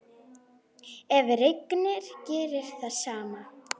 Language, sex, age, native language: Icelandic, female, 9, Icelandic